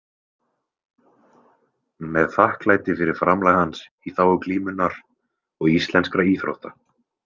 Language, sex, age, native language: Icelandic, male, 20-29, Icelandic